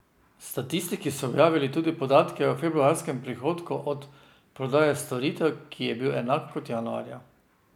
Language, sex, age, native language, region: Slovenian, male, 50-59, Slovenian, Drava region